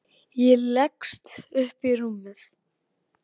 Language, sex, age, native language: Icelandic, male, 10, Icelandic